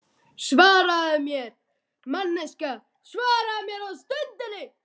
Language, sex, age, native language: Icelandic, female, 12, Icelandic